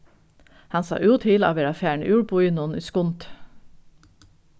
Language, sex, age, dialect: Faroese, female, 36-60, Norðuroyggjar